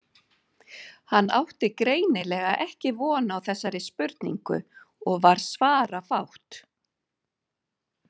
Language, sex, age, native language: Icelandic, female, 50-59, Icelandic